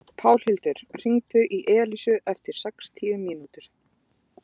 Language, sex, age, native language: Icelandic, female, 20-29, Icelandic